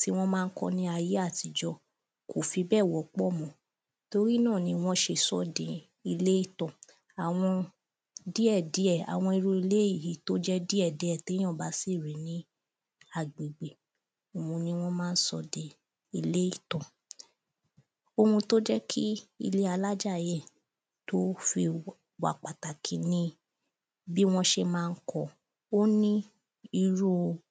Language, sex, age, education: Yoruba, female, 15-29, primary